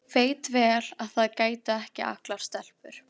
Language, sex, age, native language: Icelandic, female, 12, Icelandic